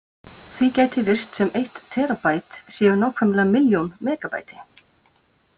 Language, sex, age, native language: Icelandic, female, 50-59, Icelandic